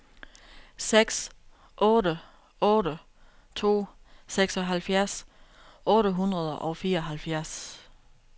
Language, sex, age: Danish, female, 32